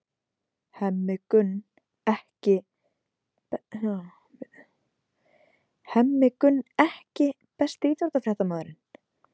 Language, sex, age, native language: Icelandic, female, 20-29, Icelandic